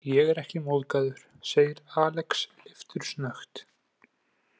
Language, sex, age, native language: Icelandic, male, 20-29, Icelandic